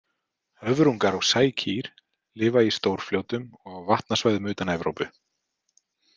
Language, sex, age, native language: Icelandic, male, 30-39, Icelandic